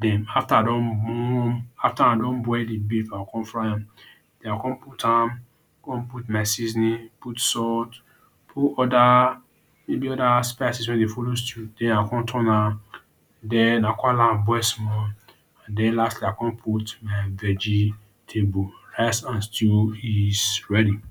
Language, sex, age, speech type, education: Nigerian Pidgin, male, 30-45, spontaneous, tertiary